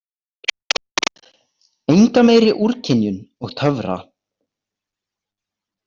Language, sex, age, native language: Icelandic, male, 18-19, Icelandic